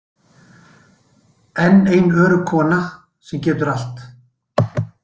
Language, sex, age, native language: Icelandic, male, 60-69, Icelandic